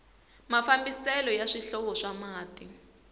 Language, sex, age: Tsonga, female, 20